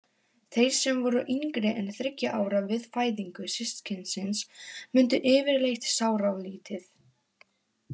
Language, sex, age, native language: Icelandic, female, 18-19, Polish